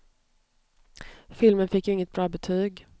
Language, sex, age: Swedish, female, 29